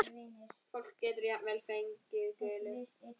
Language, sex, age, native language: Icelandic, female, 10, Icelandic